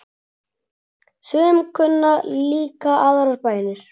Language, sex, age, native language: Icelandic, male, 9, Icelandic